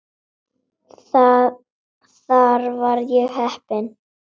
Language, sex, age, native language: Icelandic, female, 7, Icelandic